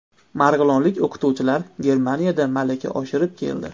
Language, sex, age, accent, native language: Uzbek, male, 25-34, Andijon, Uzbek